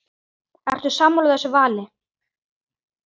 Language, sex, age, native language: Icelandic, male, 9, Icelandic